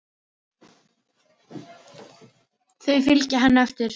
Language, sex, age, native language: Icelandic, female, 8, Filipino